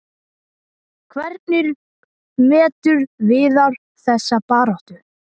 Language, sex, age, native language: Icelandic, male, 10, Icelandic